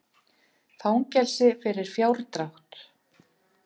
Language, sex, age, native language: Icelandic, female, 50-59, Icelandic